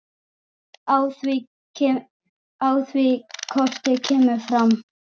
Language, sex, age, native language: Icelandic, male, 9, Icelandic